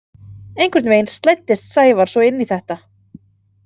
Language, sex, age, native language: Icelandic, female, 30-39, Icelandic